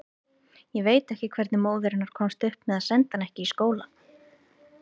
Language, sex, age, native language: Icelandic, female, 30-39, Icelandic